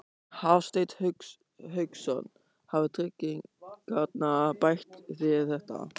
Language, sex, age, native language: Icelandic, male, 14, German